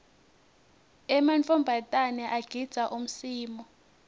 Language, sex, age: Swati, female, 19